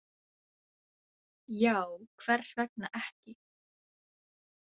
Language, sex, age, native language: Icelandic, female, 18-19, Icelandic